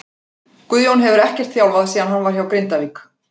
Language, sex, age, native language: Icelandic, female, 40-49, Icelandic